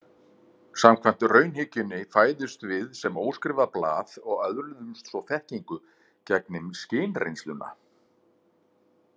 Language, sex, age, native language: Icelandic, male, 50-59, Icelandic